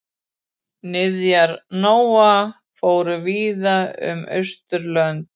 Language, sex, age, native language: Icelandic, female, 40-49, Icelandic